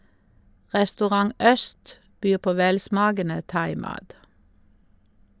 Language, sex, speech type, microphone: Norwegian, female, read, Shure